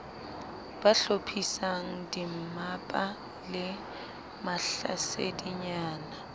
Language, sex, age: Southern Sotho, female, 25